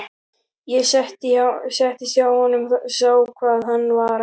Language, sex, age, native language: Icelandic, male, 12, Icelandic